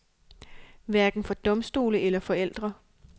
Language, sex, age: Danish, female, 28